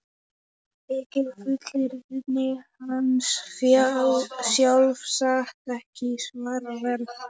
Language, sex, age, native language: Icelandic, male, 11, Polish